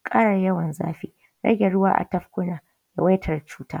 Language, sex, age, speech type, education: Hausa, female, 15-29, spontaneous, tertiary